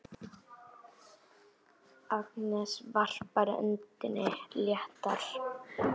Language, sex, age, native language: Icelandic, female, 8, Icelandic